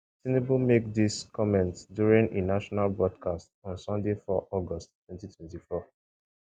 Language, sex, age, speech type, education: Nigerian Pidgin, male, 15-29, spontaneous, secondary